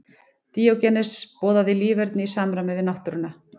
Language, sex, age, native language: Icelandic, female, 40-49, Icelandic